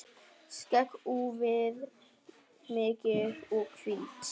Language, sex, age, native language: Icelandic, male, 10, Vietnamese